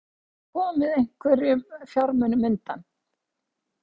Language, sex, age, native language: Icelandic, female, 60-69, Icelandic